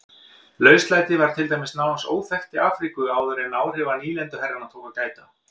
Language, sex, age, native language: Icelandic, male, 50-59, Icelandic